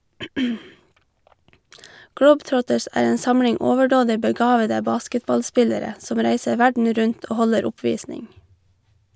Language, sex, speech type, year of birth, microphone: Norwegian, female, read, 1989, Shure